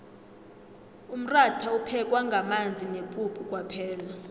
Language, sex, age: South Ndebele, female, 25